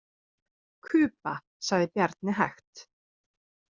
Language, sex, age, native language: Icelandic, female, 30-39, Icelandic